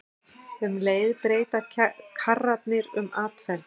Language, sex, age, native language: Icelandic, female, 60-69, Icelandic